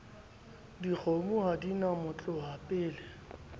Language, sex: Southern Sotho, male